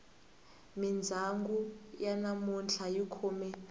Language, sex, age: Tsonga, female, 18